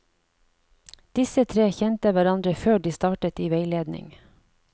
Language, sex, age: Norwegian, female, 49